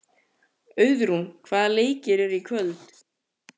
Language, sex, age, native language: Icelandic, male, 14, Icelandic